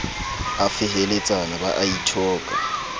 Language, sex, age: Southern Sotho, male, 20